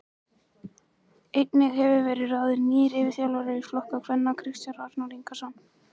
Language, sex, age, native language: Icelandic, male, 18-19, Icelandic